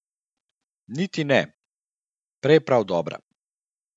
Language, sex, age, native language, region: Slovenian, male, 30-49, Slovenian, Central Slovenia